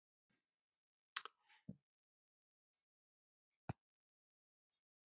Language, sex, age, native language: Icelandic, male, 60-69, Icelandic